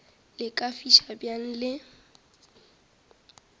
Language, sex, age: Northern Sotho, female, 18